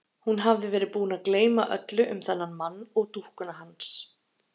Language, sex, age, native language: Icelandic, female, 30-39, Icelandic